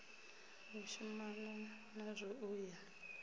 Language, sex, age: Venda, female, 33